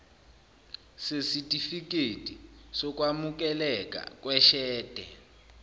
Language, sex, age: Zulu, male, 29